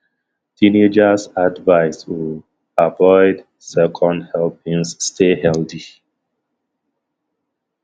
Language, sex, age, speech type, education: Nigerian Pidgin, male, 15-29, spontaneous, tertiary